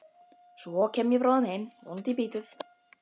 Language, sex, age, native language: Icelandic, female, 12, Icelandic